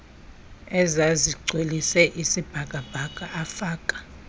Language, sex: Xhosa, female